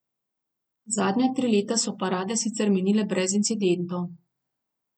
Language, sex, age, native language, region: Slovenian, female, 30-49, Slovenian, Gorenjska region